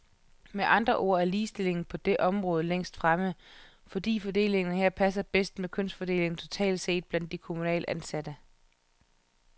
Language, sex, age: Danish, female, 31